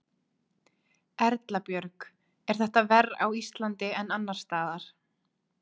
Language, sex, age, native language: Icelandic, female, 20-29, Icelandic